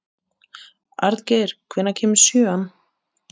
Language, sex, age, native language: Icelandic, female, 30-39, Icelandic